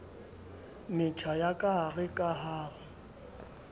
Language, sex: Southern Sotho, male